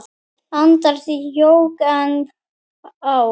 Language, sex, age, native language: Icelandic, female, 9, Icelandic